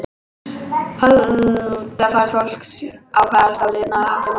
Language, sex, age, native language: Icelandic, female, 18-19, Icelandic